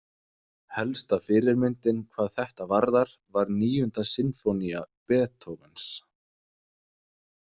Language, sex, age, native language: Icelandic, male, 30-39, Danish